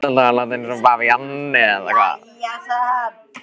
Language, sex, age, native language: Icelandic, male, 13, Icelandic